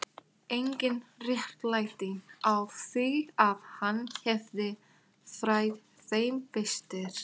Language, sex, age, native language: Icelandic, female, 18-19, Thai